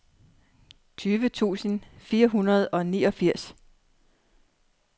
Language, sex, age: Danish, female, 39